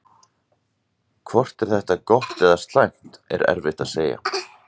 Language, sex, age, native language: Icelandic, male, 30-39, Icelandic